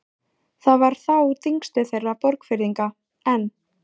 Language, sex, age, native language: Icelandic, female, 14, Icelandic